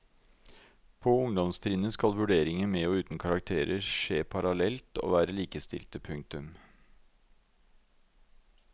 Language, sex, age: Norwegian, male, 52